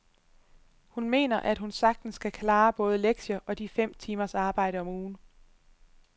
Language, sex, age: Danish, female, 25